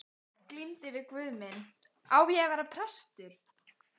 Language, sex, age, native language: Icelandic, female, 14, Icelandic